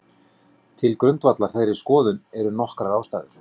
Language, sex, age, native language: Icelandic, male, 40-49, Icelandic